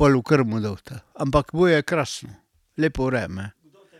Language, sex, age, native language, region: Slovenian, male, 60+, Slovenian, Carinthia region